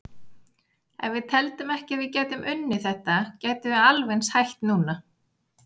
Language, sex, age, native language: Icelandic, female, 40-49, Icelandic